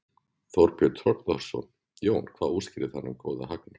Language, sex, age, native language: Icelandic, male, 40-49, Icelandic